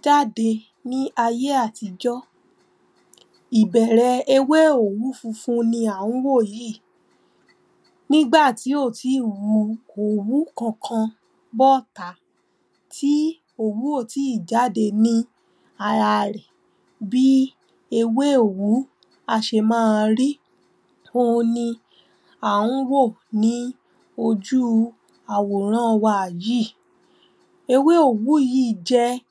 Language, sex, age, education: Yoruba, female, 15-29, primary